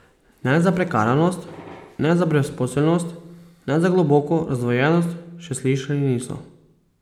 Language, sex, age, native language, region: Slovenian, male, 30-49, Slovenian, Posavska region